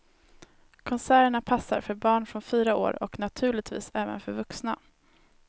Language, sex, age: Swedish, female, 19